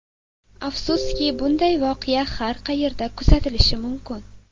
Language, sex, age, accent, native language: Uzbek, female, 18-24, Sirdaryo, Uzbek